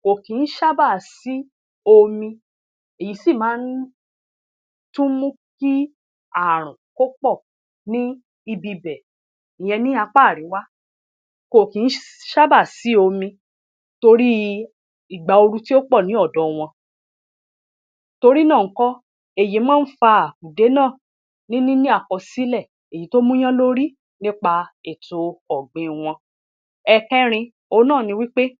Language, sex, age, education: Yoruba, female, 30-45, tertiary